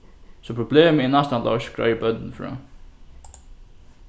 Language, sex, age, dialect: Faroese, male, 15-35, Norðurstreymoy/Eysturoy